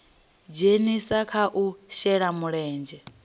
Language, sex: Venda, female